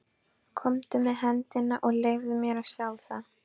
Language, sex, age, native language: Icelandic, female, 12, Icelandic